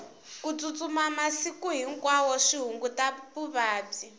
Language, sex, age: Tsonga, female, 19